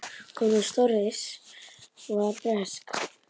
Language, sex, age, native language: Icelandic, male, 10, Icelandic